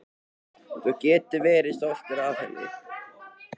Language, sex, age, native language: Icelandic, male, 13, Icelandic